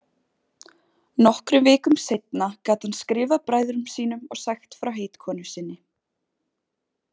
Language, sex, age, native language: Icelandic, female, 20-29, Icelandic